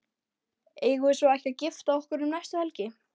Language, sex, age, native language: Icelandic, female, 12, Icelandic